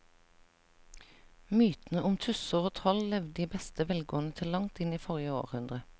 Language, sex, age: Norwegian, female, 37